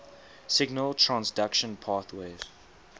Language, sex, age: English, male, 19